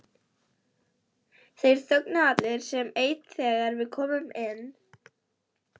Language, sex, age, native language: Icelandic, female, 11, Icelandic